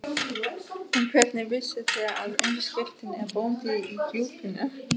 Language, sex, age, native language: Icelandic, female, 18-19, German